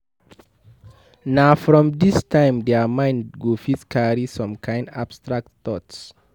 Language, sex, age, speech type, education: Nigerian Pidgin, male, 15-29, read, tertiary